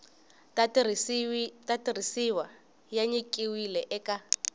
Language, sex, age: Tsonga, female, 20